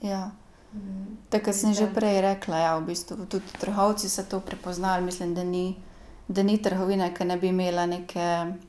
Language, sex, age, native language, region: Slovenian, female, 18-29, Slovenian, Gorica region